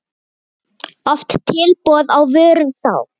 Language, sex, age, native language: Icelandic, male, 8, Icelandic